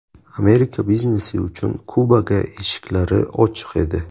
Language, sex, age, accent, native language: Uzbek, male, 18-24, Buxoro, Uzbek